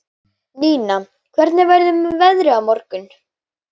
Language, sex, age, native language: Icelandic, female, 18-19, Icelandic